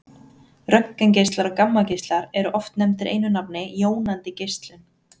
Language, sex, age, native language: Icelandic, female, 30-39, Icelandic